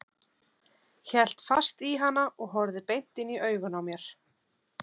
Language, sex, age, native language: Icelandic, female, 30-39, Icelandic